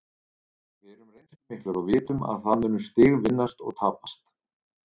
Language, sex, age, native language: Icelandic, male, 30-39, Icelandic